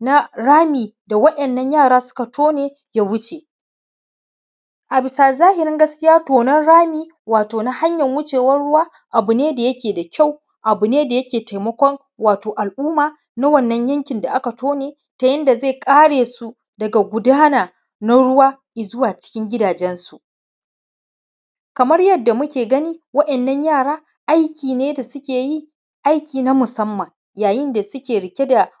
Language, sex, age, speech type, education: Hausa, male, 15-29, spontaneous, tertiary